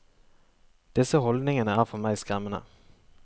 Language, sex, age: Norwegian, male, 23